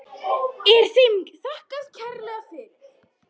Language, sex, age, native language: Icelandic, male, 10, Polish